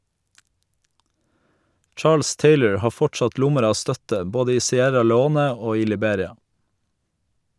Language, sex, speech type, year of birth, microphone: Norwegian, male, read, 1987, Shure